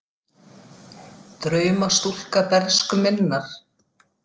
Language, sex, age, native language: Icelandic, female, 50-59, Icelandic